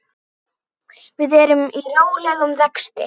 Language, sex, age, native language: Icelandic, female, 9, Icelandic